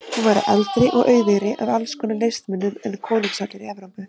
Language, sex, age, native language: Icelandic, female, 30-39, Icelandic